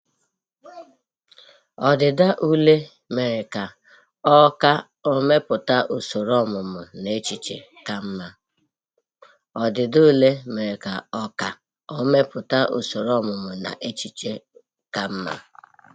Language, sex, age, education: Igbo, female, 46-60, tertiary